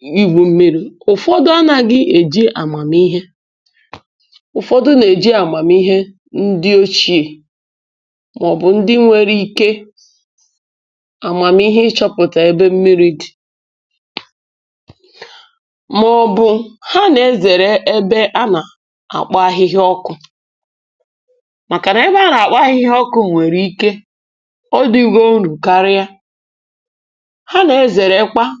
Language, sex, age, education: Igbo, female, 30-45, tertiary